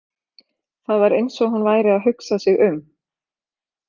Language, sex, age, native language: Icelandic, female, 30-39, Icelandic